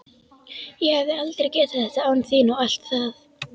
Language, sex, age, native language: Icelandic, female, 11, Icelandic